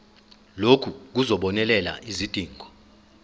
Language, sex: Zulu, male